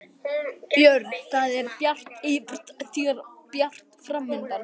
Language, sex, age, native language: Icelandic, male, 12, Icelandic